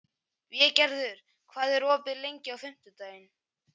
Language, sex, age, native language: Icelandic, male, 11, Icelandic